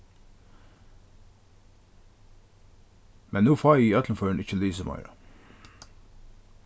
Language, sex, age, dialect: Faroese, male, 36-60, Norðurstreymoy/Eysturoy